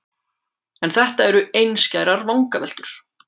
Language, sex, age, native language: Icelandic, male, 18-19, Icelandic